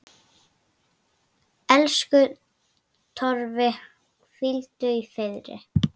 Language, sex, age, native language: Icelandic, female, 9, Icelandic